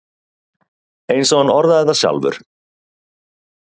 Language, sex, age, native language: Icelandic, male, 30-39, Icelandic